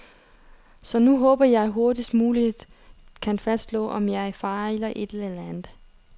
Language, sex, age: Danish, female, 30